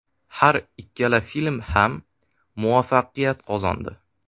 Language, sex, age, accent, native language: Uzbek, male, 18-24, Sirdaryo, Uzbek